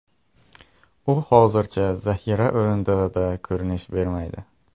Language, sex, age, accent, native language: Uzbek, male, 25-34, Buxoro, Uzbek